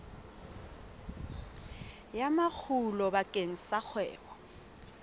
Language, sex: Southern Sotho, female